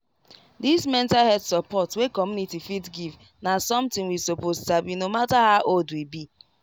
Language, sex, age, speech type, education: Nigerian Pidgin, female, 15-29, spontaneous, tertiary